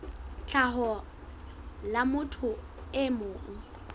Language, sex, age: Southern Sotho, female, 20